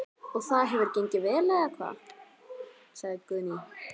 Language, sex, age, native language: Icelandic, female, 12, Icelandic